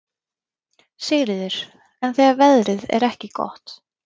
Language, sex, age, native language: Icelandic, female, 20-29, Icelandic